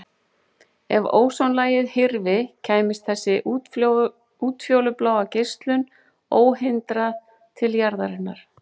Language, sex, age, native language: Icelandic, female, 40-49, Icelandic